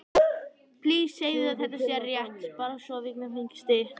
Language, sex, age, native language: Icelandic, male, 14, Icelandic